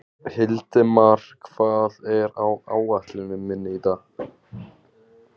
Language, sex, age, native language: Icelandic, male, 20-29, Icelandic